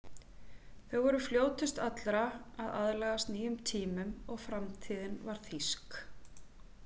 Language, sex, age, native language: Icelandic, female, 40-49, Icelandic